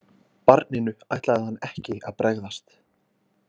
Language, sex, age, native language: Icelandic, male, 20-29, Icelandic